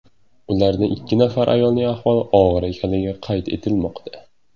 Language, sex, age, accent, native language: Uzbek, male, 18-24, Surxondaryo, Uzbek